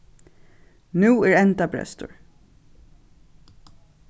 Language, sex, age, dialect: Faroese, female, 36-60, Suðurstreymoy